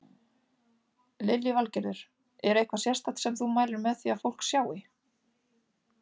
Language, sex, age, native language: Icelandic, female, 30-39, Icelandic